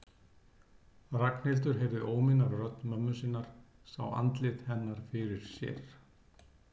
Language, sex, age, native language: Icelandic, male, 60-69, Icelandic